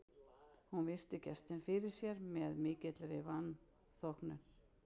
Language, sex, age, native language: Icelandic, female, 60-69, Icelandic